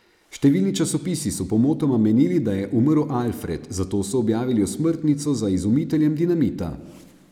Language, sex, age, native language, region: Slovenian, male, 30-49, Slovenian, Savinja region